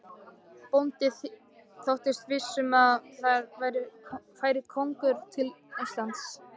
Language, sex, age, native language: Icelandic, male, 13, Icelandic